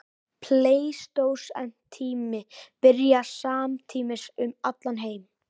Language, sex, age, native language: Icelandic, male, 18-19, Icelandic